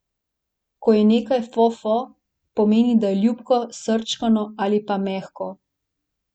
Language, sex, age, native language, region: Slovenian, female, 18-29, Slovenian, Central Slovenia